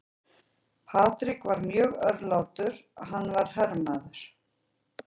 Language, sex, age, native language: Icelandic, female, 40-49, Icelandic